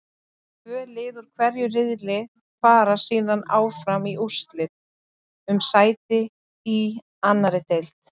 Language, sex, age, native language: Icelandic, female, 30-39, Icelandic